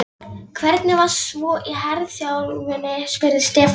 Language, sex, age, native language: Icelandic, female, 11, Polish